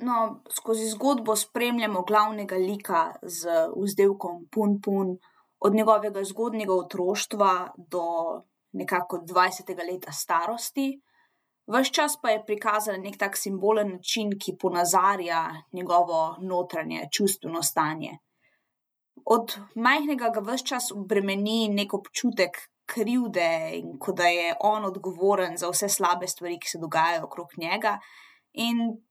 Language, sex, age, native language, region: Slovenian, female, 18-29, Slovenian, Zasavska region